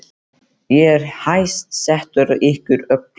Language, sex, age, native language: Icelandic, male, 13, Icelandic